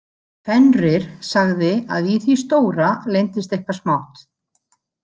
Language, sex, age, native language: Icelandic, female, 50-59, Icelandic